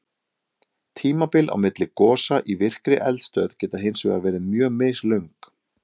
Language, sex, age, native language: Icelandic, male, 30-39, Icelandic